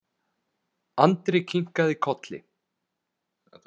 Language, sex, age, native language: Icelandic, male, 20-29, Icelandic